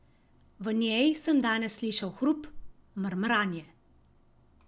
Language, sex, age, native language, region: Slovenian, female, 50-59, Slovenian, Savinja region